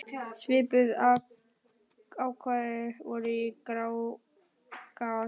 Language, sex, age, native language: Icelandic, male, 10, Icelandic